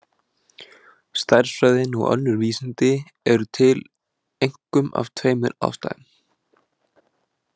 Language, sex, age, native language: Icelandic, male, 20-29, Icelandic